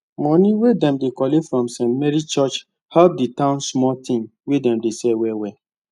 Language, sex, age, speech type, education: Nigerian Pidgin, male, 15-29, spontaneous, tertiary